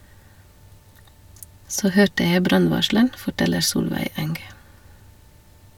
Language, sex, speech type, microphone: Norwegian, female, read, Shure